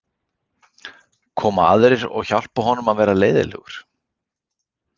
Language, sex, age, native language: Icelandic, male, 40-49, Icelandic